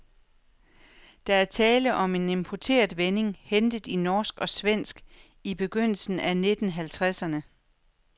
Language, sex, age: Danish, female, 43